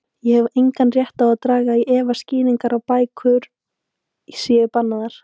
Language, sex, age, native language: Icelandic, female, 18-19, Icelandic